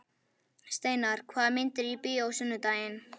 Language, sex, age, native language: Icelandic, male, 11, Icelandic